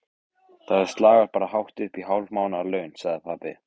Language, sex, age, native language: Icelandic, male, 15, Icelandic